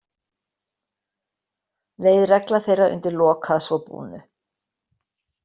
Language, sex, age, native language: Icelandic, female, 60-69, Icelandic